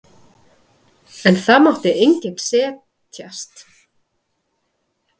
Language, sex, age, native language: Icelandic, female, 30-39, Icelandic